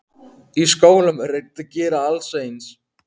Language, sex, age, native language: Icelandic, male, 15, Icelandic